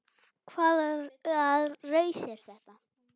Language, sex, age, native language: Icelandic, female, 9, Icelandic